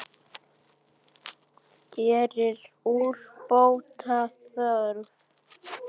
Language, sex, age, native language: Icelandic, male, 7, Icelandic